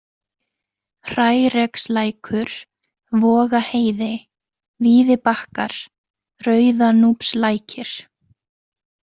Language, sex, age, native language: Icelandic, female, 20-29, Icelandic